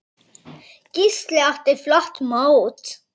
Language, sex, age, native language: Icelandic, female, 9, Icelandic